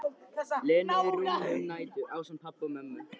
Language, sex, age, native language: Icelandic, male, 13, Icelandic